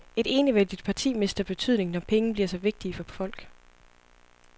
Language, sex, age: Danish, female, 25